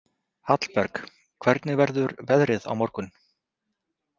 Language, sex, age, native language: Icelandic, male, 30-39, Icelandic